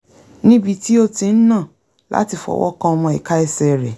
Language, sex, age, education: Yoruba, female, 30-45, tertiary